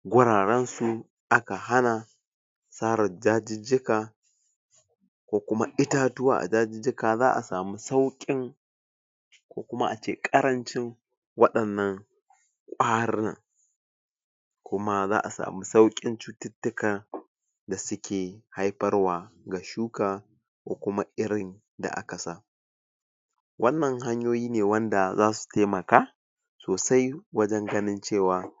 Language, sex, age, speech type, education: Hausa, male, 46-60, spontaneous, tertiary